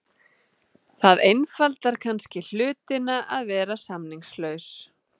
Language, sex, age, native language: Icelandic, female, 30-39, Icelandic